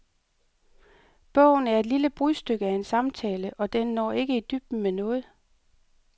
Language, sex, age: Danish, female, 38